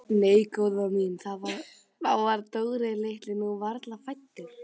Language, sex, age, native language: Icelandic, female, 12, Icelandic